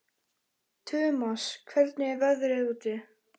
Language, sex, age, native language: Icelandic, male, 13, Icelandic